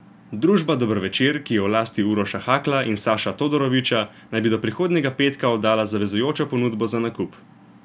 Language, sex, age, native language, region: Slovenian, male, 18-29, Slovenian, Gorenjska region